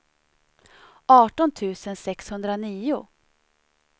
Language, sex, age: Swedish, female, 37